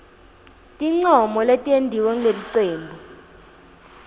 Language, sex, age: Swati, female, 19